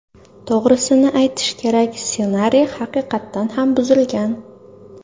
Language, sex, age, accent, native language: Uzbek, female, under 19, Toshkent shahri, Uzbek